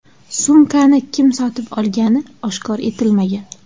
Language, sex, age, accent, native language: Uzbek, female, 18-24, Surxondaryo, Uzbek